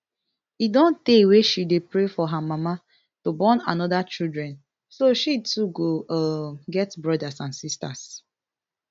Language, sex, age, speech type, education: Nigerian Pidgin, female, 15-29, spontaneous, tertiary